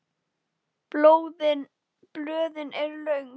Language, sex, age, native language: Icelandic, female, 10, Icelandic